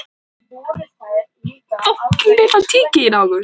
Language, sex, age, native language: Icelandic, female, 12, Icelandic